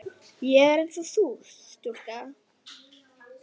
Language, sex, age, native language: Icelandic, female, 10, Icelandic